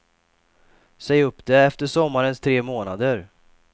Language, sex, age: Swedish, male, 28